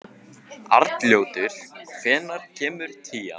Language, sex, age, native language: Icelandic, male, 15, Icelandic